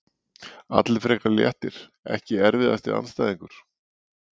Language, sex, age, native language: Icelandic, male, 40-49, Icelandic